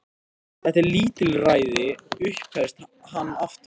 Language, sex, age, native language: Icelandic, male, 13, Icelandic